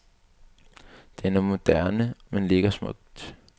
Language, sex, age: Danish, male, 22